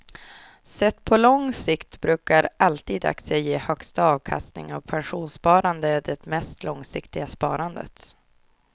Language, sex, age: Swedish, female, 24